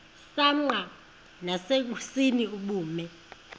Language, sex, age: Xhosa, female, 23